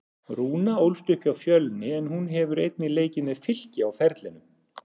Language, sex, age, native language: Icelandic, male, 40-49, Icelandic